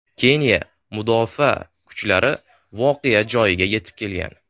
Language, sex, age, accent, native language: Uzbek, male, 18-24, Sirdaryo, Uzbek